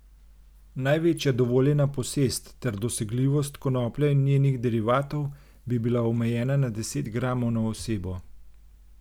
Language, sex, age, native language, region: Slovenian, male, 30-49, Slovenian, Gorenjska region